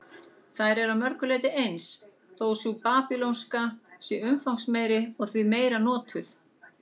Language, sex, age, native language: Icelandic, female, 40-49, Icelandic